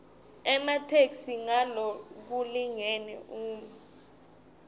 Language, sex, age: Swati, female, 18